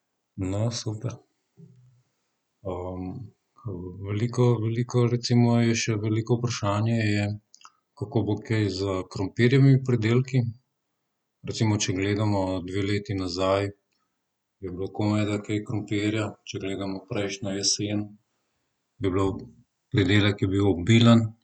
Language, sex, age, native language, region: Slovenian, male, 30-49, Slovenian, Southeast Slovenia